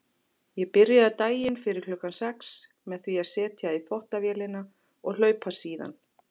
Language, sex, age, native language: Icelandic, female, 40-49, Icelandic